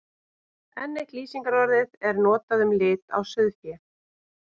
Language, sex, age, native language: Icelandic, female, 30-39, Icelandic